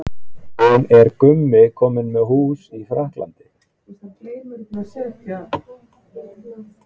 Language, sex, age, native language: Icelandic, male, 20-29, Icelandic